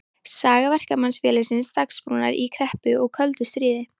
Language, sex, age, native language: Icelandic, female, 18-19, Icelandic